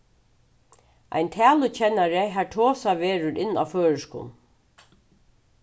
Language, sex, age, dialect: Faroese, female, 36-60, Suðurstreymoy